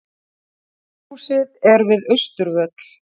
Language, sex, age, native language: Icelandic, female, 40-49, Icelandic